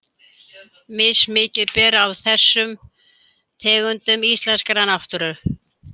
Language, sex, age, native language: Icelandic, female, 70-79, Icelandic